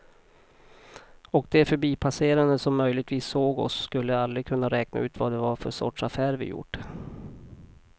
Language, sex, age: Swedish, male, 40